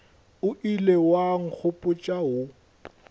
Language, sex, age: Northern Sotho, male, 21